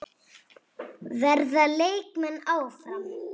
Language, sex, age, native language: Icelandic, female, 6, Icelandic